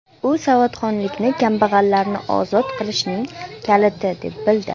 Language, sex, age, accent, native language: Uzbek, female, 19-29, Namangan, Uzbek